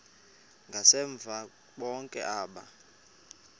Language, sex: Xhosa, male